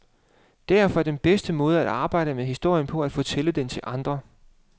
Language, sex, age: Danish, male, 35